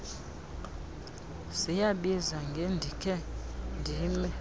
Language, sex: Xhosa, female